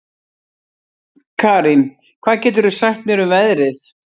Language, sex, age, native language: Icelandic, female, 60-69, Icelandic